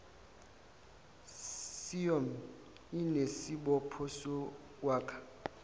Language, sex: Zulu, male